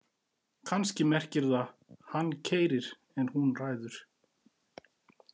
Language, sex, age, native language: Icelandic, male, 40-49, Icelandic